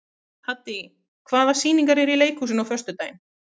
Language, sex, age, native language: Icelandic, female, 30-39, Icelandic